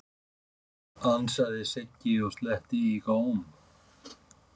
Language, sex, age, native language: Icelandic, male, 50-59, Icelandic